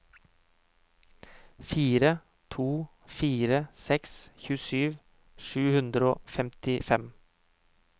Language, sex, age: Norwegian, male, 31